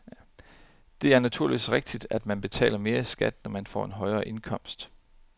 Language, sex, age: Danish, male, 30